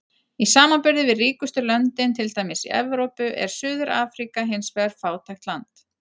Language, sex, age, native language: Icelandic, female, 40-49, Icelandic